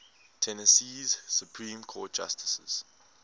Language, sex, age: English, male, 19